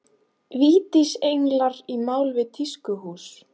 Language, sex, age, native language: Icelandic, female, 18-19, Icelandic